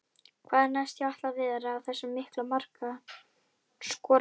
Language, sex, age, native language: Icelandic, female, 11, Icelandic